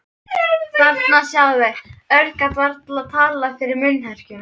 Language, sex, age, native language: Icelandic, female, 13, Icelandic